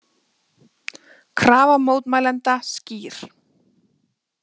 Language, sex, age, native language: Icelandic, female, 20-29, Icelandic